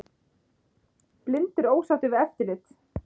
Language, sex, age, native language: Icelandic, female, 20-29, Icelandic